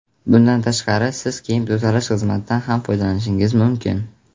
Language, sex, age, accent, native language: Uzbek, male, under 19, Navoiy, Uzbek